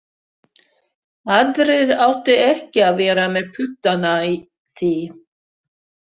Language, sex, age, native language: Icelandic, female, 60-69, Swedish